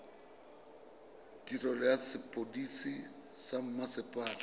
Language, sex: Tswana, male